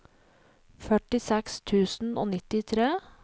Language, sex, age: Norwegian, female, 37